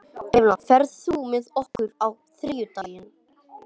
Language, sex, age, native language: Icelandic, male, 18-19, Icelandic